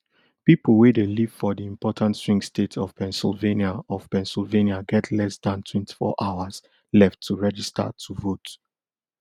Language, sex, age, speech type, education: Nigerian Pidgin, male, 30-45, spontaneous, tertiary